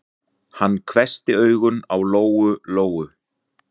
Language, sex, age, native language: Icelandic, male, 40-49, Icelandic